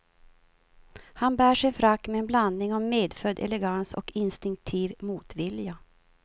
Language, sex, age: Swedish, female, 52